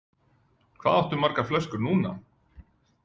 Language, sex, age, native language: Icelandic, male, 40-49, Icelandic